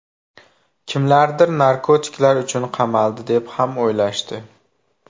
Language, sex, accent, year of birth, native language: Uzbek, male, Farg'ona, 2000, Uzbek